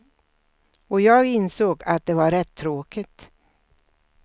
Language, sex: Swedish, female